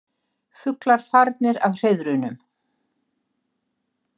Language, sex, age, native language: Icelandic, female, 60-69, Icelandic